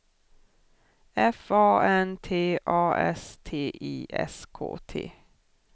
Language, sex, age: Swedish, female, 40